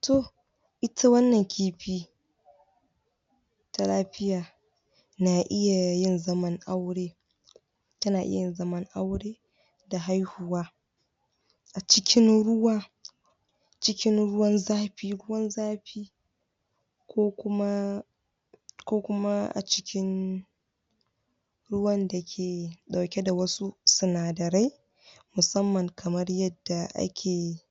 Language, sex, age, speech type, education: Hausa, female, 15-29, spontaneous, tertiary